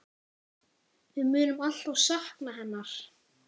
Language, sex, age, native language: Icelandic, male, 9, Icelandic